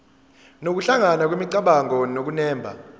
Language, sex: Zulu, female